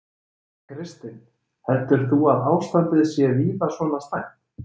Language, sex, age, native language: Icelandic, male, 30-39, Icelandic